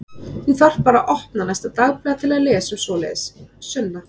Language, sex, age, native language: Icelandic, female, 30-39, Icelandic